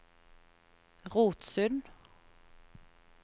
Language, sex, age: Norwegian, female, 30